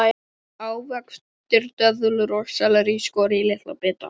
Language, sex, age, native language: Icelandic, male, 12, Icelandic